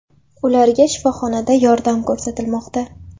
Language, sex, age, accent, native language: Uzbek, female, 18-24, Farg'ona, Uzbek